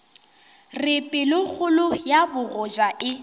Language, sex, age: Northern Sotho, female, 18